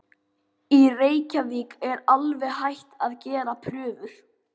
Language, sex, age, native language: Icelandic, male, 12, Icelandic